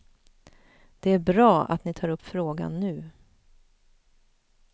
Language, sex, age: Swedish, female, 41